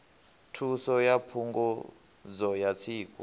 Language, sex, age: Venda, male, 24